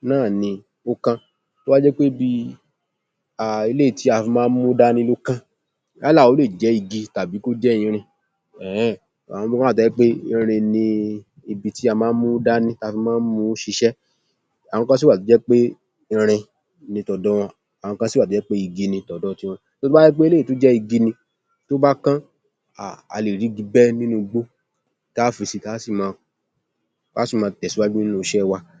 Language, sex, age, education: Yoruba, male, 30-45, tertiary